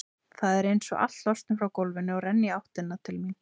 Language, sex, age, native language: Icelandic, female, 20-29, Icelandic